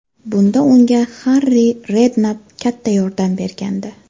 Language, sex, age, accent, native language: Uzbek, female, 12-17, Farg'ona, Uzbek